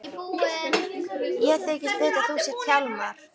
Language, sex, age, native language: Icelandic, female, 13, Icelandic